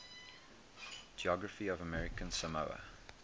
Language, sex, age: English, male, 21